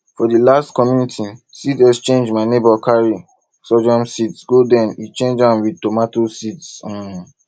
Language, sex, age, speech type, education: Nigerian Pidgin, male, 30-45, spontaneous, tertiary